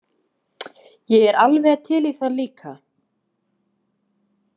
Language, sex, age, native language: Icelandic, female, 20-29, Icelandic